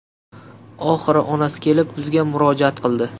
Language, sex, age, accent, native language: Uzbek, male, 18-24, Qashqadaryo, Uzbek